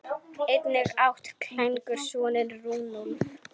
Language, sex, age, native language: Icelandic, female, 10, Icelandic